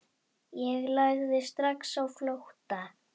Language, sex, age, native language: Icelandic, female, 8, Icelandic